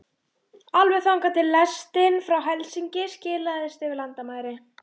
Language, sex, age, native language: Icelandic, female, 12, Icelandic